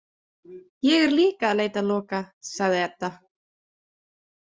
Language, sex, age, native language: Icelandic, female, 30-39, Icelandic